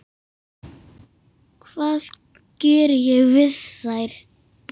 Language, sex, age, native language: Icelandic, female, 7, Icelandic